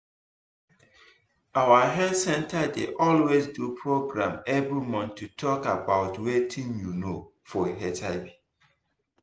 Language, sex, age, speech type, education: Nigerian Pidgin, male, 15-29, spontaneous, tertiary